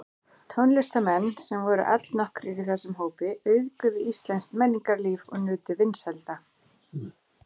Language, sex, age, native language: Icelandic, female, 40-49, Icelandic